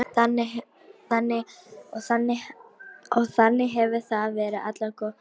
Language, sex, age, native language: Icelandic, female, 18-19, Polish